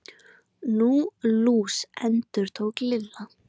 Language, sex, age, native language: Icelandic, female, 20-29, Icelandic